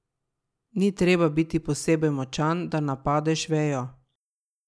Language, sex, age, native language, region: Slovenian, female, 30-49, Slovenian, Drava region